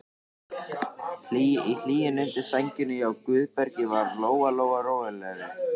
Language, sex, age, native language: Icelandic, male, 13, Icelandic